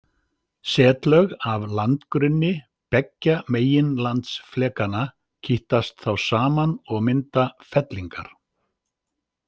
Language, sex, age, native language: Icelandic, male, 50-59, Icelandic